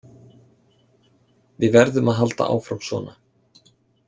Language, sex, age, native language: Icelandic, male, 30-39, Icelandic